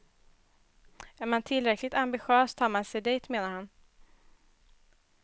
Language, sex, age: Swedish, female, 21